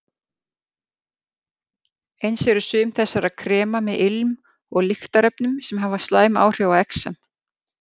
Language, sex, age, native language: Icelandic, female, 50-59, Icelandic